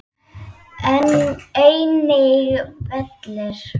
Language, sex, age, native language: Icelandic, female, 8, Icelandic